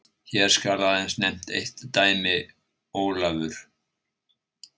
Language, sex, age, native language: Icelandic, male, 60-69, Icelandic